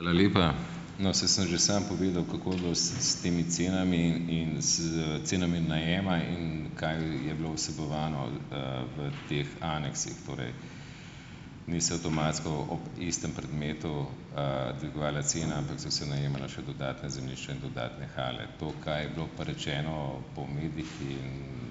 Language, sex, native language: Slovenian, male, Slovenian